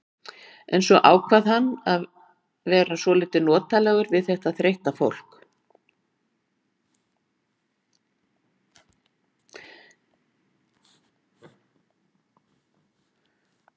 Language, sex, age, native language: Icelandic, female, 60-69, Icelandic